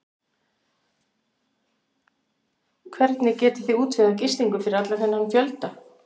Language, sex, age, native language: Icelandic, female, 60-69, Icelandic